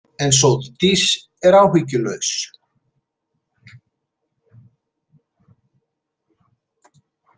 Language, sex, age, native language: Icelandic, male, 70-79, Icelandic